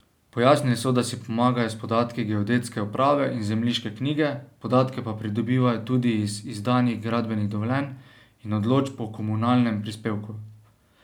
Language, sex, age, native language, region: Slovenian, male, 18-29, Slovenian, Savinja region